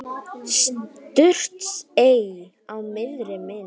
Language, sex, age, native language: Icelandic, female, 10, Icelandic